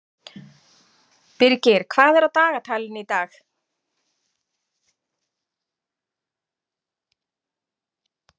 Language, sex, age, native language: Icelandic, female, 40-49, Icelandic